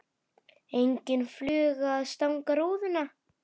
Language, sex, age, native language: Icelandic, female, 8, Icelandic